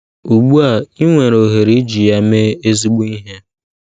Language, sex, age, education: Igbo, male, 15-29, tertiary